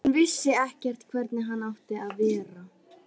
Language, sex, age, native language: Icelandic, female, 12, Icelandic